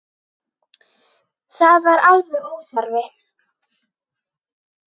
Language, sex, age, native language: Icelandic, female, 9, Icelandic